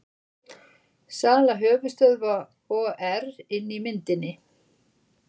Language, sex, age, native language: Icelandic, female, 60-69, Icelandic